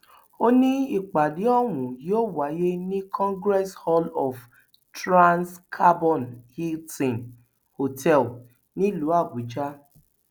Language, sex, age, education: Yoruba, female, 30-45, tertiary